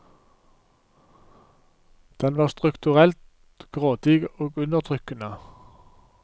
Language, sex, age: Norwegian, male, 47